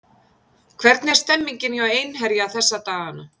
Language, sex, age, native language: Icelandic, female, 50-59, Icelandic